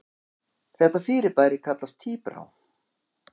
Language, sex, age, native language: Icelandic, male, 40-49, Icelandic